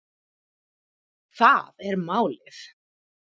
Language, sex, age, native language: Icelandic, female, 30-39, Icelandic